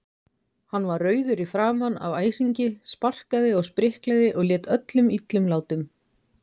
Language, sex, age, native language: Icelandic, female, 20-29, Icelandic